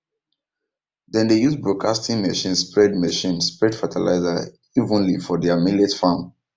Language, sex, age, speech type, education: Nigerian Pidgin, male, 15-29, spontaneous, tertiary